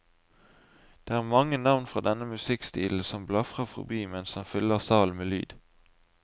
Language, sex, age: Norwegian, male, 20